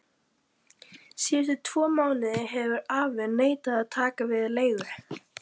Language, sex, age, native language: Icelandic, female, 12, Icelandic